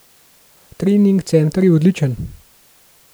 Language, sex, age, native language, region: Slovenian, male, 18-29, Slovenian, Gorenjska region